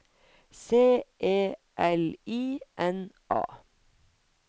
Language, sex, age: Norwegian, female, 50